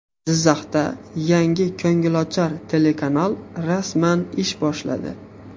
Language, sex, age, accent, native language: Uzbek, male, 18-24, Xorazm, Uzbek